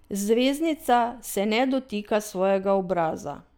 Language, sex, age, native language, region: Slovenian, female, 50-59, Slovenian, Drava region